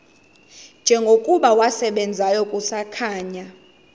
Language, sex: Xhosa, female